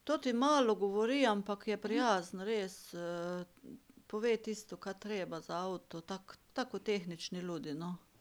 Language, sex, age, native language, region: Slovenian, female, 50-59, Slovenian, Carinthia region